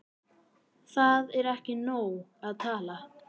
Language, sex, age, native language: Icelandic, female, 18-19, Icelandic